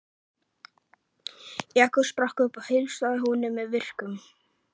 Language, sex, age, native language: Icelandic, male, 11, Icelandic